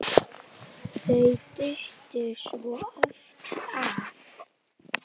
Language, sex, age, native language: Icelandic, female, 10, Icelandic